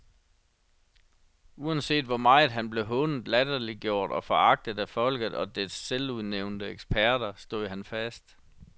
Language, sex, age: Danish, male, 37